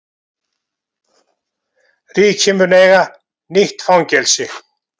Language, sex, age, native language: Icelandic, male, 70-79, Icelandic